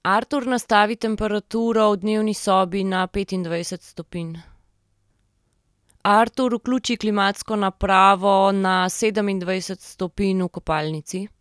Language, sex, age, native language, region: Slovenian, female, 30-49, Slovenian, Central Slovenia